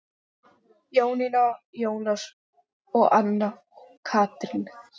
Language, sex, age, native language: Icelandic, female, 10, English